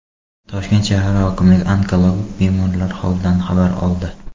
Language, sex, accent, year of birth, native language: Uzbek, male, Xorazm, 2002, Uzbek